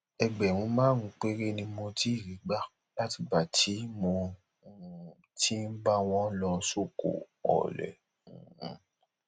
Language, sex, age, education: Yoruba, male, 15-29, tertiary